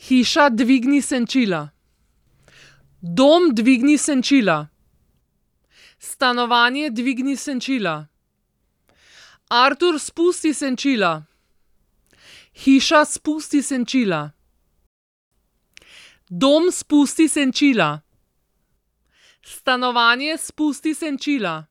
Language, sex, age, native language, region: Slovenian, female, 30-49, Slovenian, Southeast Slovenia